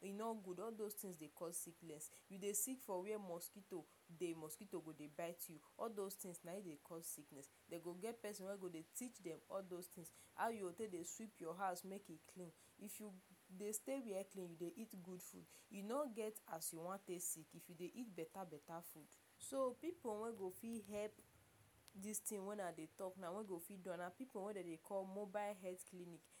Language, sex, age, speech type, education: Nigerian Pidgin, female, 46-60, spontaneous, tertiary